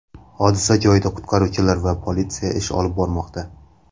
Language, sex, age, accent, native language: Uzbek, male, 19-29, Samarqand, Uzbek